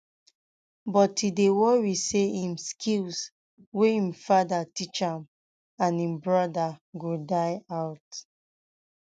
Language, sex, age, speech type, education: Nigerian Pidgin, female, 15-29, spontaneous, tertiary